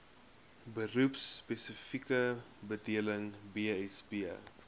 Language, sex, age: Afrikaans, male, 21